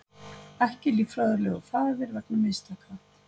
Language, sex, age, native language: Icelandic, female, 50-59, Icelandic